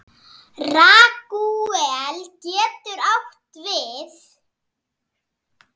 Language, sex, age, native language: Icelandic, female, 7, Icelandic